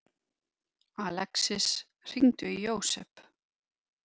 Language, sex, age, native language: Icelandic, female, 50-59, Icelandic